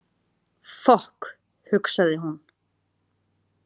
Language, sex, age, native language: Icelandic, female, 30-39, Icelandic